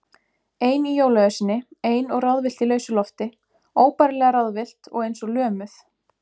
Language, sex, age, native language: Icelandic, female, 20-29, Icelandic